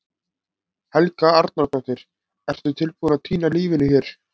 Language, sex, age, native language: Icelandic, male, 20-29, Icelandic